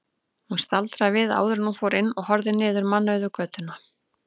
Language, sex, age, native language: Icelandic, female, 30-39, Icelandic